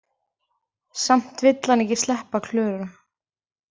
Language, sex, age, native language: Icelandic, female, 20-29, Icelandic